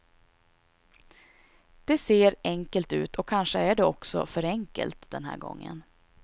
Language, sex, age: Swedish, female, 26